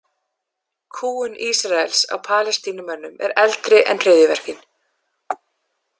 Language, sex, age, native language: Icelandic, female, 30-39, English